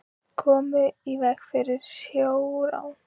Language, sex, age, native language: Icelandic, female, 16, Icelandic